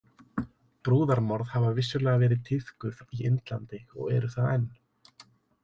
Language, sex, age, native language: Icelandic, male, 30-39, Icelandic